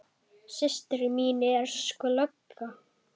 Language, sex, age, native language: Icelandic, female, 10, Icelandic